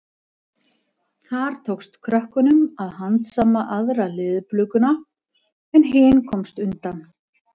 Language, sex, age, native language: Icelandic, female, 50-59, Icelandic